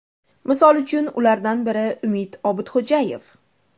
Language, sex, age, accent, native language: Uzbek, female, 25-34, Andijon, Uzbek